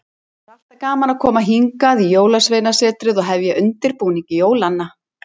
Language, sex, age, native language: Icelandic, female, 60-69, Icelandic